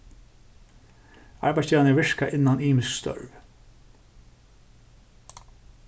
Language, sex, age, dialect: Faroese, male, 36-60, Suðurstreymoy